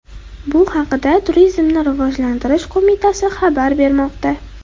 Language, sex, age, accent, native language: Uzbek, female, under 19, Andijon, Uzbek